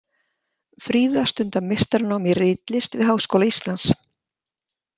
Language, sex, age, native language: Icelandic, female, 60-69, Icelandic